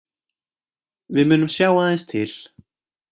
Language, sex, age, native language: Icelandic, male, 20-29, Icelandic